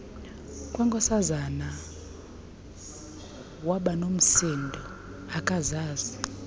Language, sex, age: Xhosa, female, 23